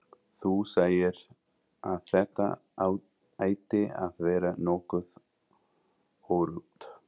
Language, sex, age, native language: Icelandic, female, 40-49, English